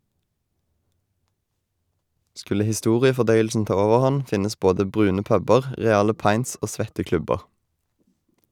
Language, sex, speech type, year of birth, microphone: Norwegian, male, read, 1990, Shure